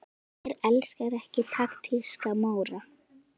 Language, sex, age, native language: Icelandic, female, 10, Icelandic